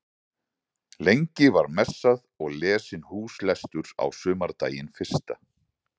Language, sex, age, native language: Icelandic, male, 40-49, Icelandic